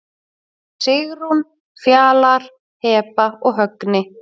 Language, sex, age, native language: Icelandic, female, 6, Icelandic